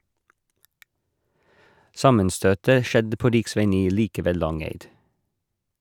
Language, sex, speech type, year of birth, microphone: Norwegian, male, read, 1981, Shure